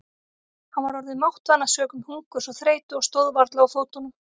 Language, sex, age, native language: Icelandic, female, 30-39, Icelandic